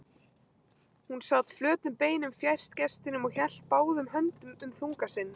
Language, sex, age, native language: Icelandic, female, 20-29, Icelandic